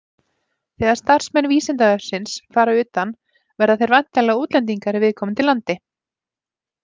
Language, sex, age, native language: Icelandic, female, 30-39, Icelandic